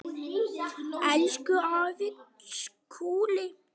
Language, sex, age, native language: Icelandic, other, 9, Icelandic